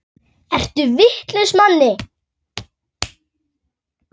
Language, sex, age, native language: Icelandic, female, 9, Icelandic